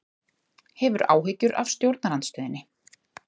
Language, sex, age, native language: Icelandic, female, 30-39, Icelandic